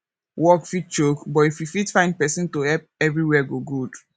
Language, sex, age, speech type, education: Nigerian Pidgin, female, 15-29, spontaneous, tertiary